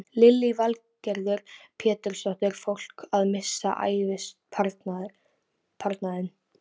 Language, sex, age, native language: Icelandic, female, 13, Icelandic